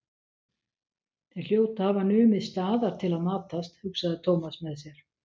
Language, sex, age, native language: Icelandic, female, 60-69, Icelandic